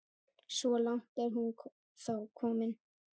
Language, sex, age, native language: Icelandic, male, 11, Icelandic